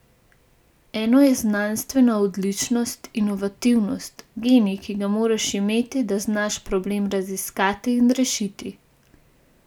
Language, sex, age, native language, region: Slovenian, female, 18-29, Slovenian, Gorenjska region